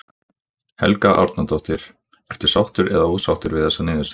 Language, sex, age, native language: Icelandic, male, 20-29, Icelandic